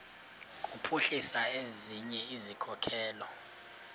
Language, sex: Xhosa, male